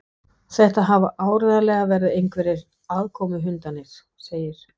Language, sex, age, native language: Icelandic, female, 60-69, Danish